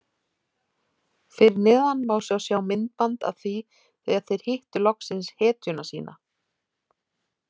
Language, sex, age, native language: Icelandic, female, 40-49, Icelandic